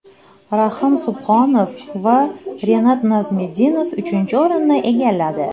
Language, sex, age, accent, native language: Uzbek, male, under 19, Farg'ona, Uzbek